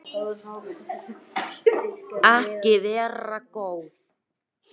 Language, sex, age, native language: Icelandic, female, 18-19, Icelandic